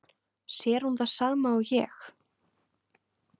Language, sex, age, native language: Icelandic, female, 20-29, Icelandic